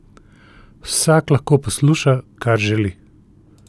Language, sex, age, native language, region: Slovenian, male, 30-49, Slovenian, Central Slovenia